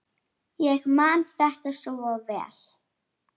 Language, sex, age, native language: Icelandic, female, 8, Icelandic